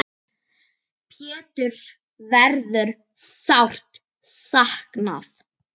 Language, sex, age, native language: Icelandic, female, 10, Icelandic